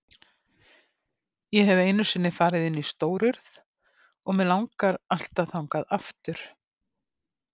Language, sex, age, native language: Icelandic, female, 50-59, Icelandic